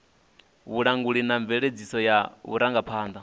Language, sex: Venda, male